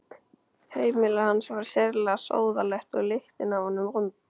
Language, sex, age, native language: Icelandic, male, 12, Icelandic